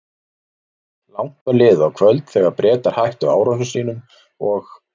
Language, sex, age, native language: Icelandic, male, 40-49, Icelandic